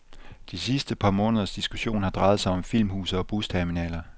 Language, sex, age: Danish, male, 24